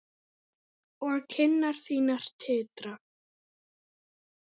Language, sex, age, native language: Icelandic, female, 9, Icelandic